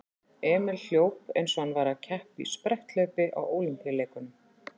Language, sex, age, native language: Icelandic, female, 40-49, Icelandic